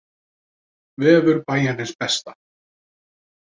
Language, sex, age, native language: Icelandic, male, 30-39, Icelandic